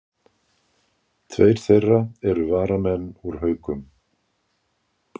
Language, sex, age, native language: Icelandic, male, 60-69, Icelandic